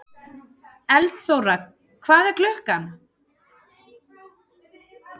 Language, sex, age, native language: Icelandic, female, 30-39, Icelandic